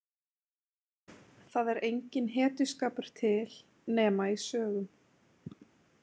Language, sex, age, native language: Icelandic, female, 20-29, Icelandic